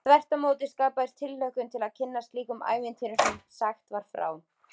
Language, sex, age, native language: Icelandic, female, 20-29, Icelandic